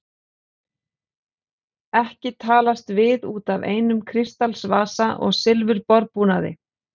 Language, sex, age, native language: Icelandic, female, 40-49, Icelandic